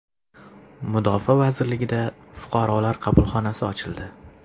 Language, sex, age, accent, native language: Uzbek, male, 25-34, Toshkent shahri, Uzbek